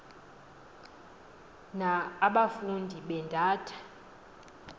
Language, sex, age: Xhosa, female, 20